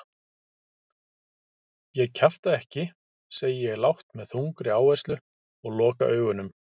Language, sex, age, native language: Icelandic, male, 50-59, Icelandic